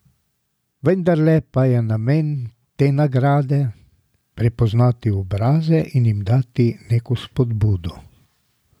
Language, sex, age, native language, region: Slovenian, male, 60+, Slovenian, Drava region